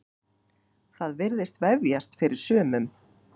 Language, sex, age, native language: Icelandic, female, 8, Icelandic